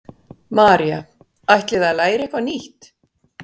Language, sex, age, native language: Icelandic, female, 60-69, Icelandic